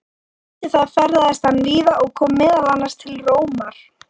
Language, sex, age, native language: Icelandic, female, 40-49, Icelandic